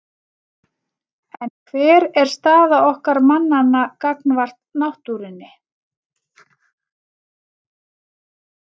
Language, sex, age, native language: Icelandic, female, 40-49, Icelandic